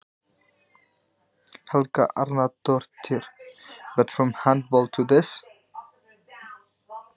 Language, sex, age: Icelandic, male, 20-29